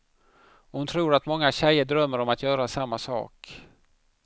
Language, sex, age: Swedish, male, 50